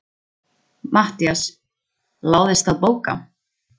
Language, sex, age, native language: Icelandic, female, 20-29, Icelandic